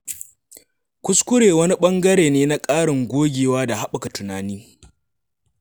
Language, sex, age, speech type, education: Hausa, male, 15-29, read, secondary